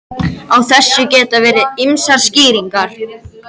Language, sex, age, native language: Icelandic, male, 13, Icelandic